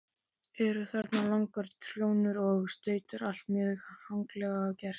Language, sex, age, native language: Icelandic, male, 12, Icelandic